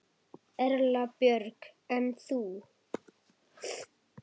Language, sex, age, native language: Icelandic, female, 10, Icelandic